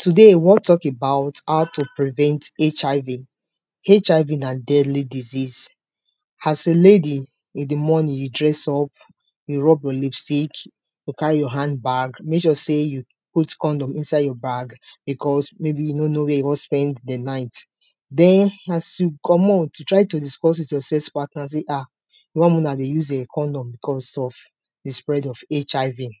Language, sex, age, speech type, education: Nigerian Pidgin, female, 30-45, spontaneous, tertiary